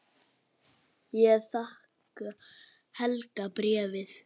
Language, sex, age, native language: Icelandic, female, 9, Icelandic